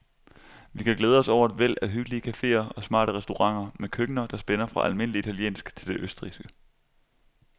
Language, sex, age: Danish, male, 25